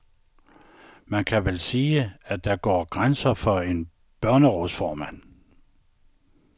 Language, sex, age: Danish, male, 69